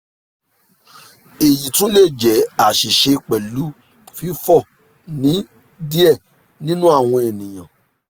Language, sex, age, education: Yoruba, male, 30-45, tertiary